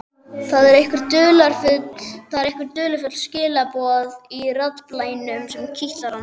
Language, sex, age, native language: Icelandic, male, 12, Icelandic